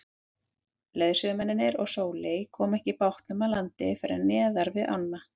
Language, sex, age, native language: Icelandic, female, 30-39, Icelandic